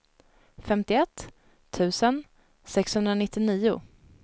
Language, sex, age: Swedish, female, 19